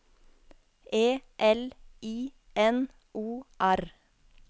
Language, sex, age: Norwegian, female, 24